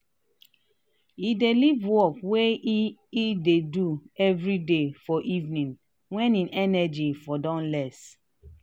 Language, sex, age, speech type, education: Nigerian Pidgin, female, 30-45, spontaneous, tertiary